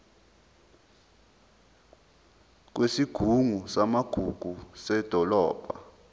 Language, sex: Zulu, male